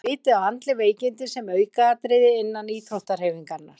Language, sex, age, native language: Icelandic, female, 20-29, Icelandic